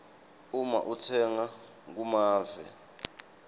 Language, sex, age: Swati, male, 24